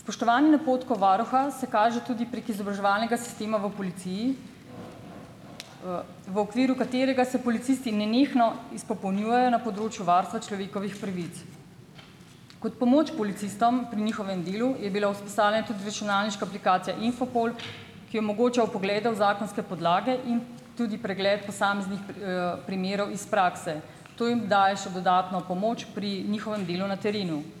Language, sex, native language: Slovenian, female, Slovenian